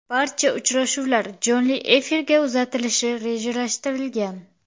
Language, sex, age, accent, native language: Uzbek, female, 18-24, Samarqand, Uzbek